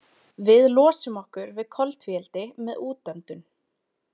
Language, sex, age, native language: Icelandic, female, 20-29, Icelandic